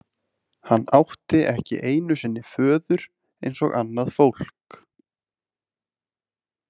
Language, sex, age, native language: Icelandic, male, 20-29, Icelandic